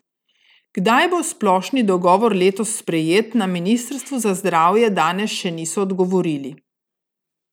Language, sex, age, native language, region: Slovenian, female, 30-49, Slovenian, Gorica region